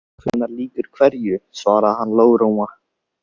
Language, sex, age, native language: Icelandic, male, 16, Icelandic